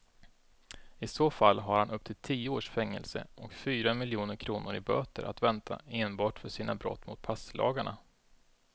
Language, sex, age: Swedish, male, 32